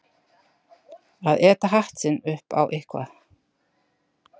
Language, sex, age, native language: Icelandic, female, 60-69, Icelandic